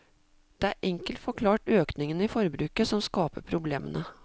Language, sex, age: Norwegian, female, 52